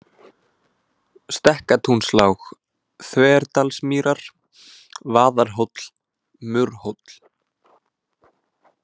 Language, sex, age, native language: Icelandic, male, 20-29, Icelandic